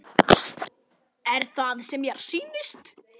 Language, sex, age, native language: Icelandic, male, 10, Icelandic